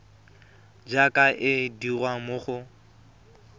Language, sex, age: Tswana, male, 23